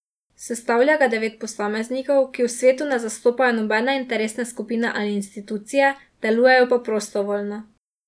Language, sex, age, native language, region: Slovenian, female, 18-29, Slovenian, Drava region